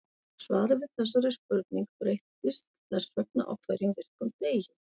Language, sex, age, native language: Icelandic, female, 40-49, Icelandic